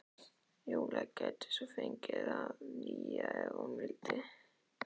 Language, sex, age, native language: Icelandic, male, 11, Icelandic